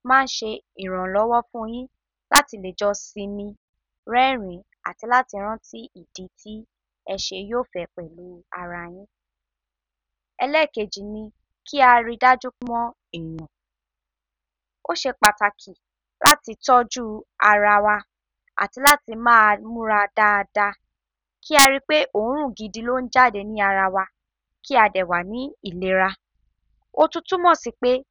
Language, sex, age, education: Yoruba, male, 46-60, tertiary